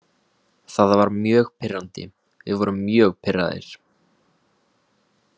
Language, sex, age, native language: Icelandic, male, 18-19, Icelandic